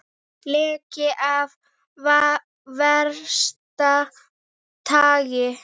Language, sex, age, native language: Icelandic, female, 8, Icelandic